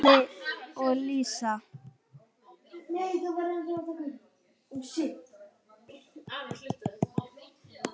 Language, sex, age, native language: Icelandic, male, 10, Icelandic